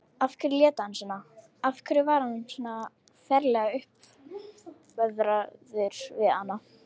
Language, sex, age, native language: Icelandic, female, 18-19, Icelandic